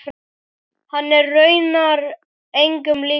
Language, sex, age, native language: Icelandic, male, 7, Icelandic